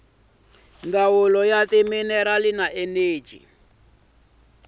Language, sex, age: Tsonga, male, 26